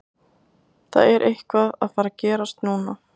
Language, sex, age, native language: Icelandic, female, 20-29, Icelandic